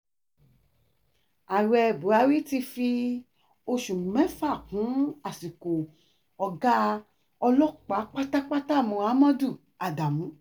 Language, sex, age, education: Yoruba, female, 30-45, tertiary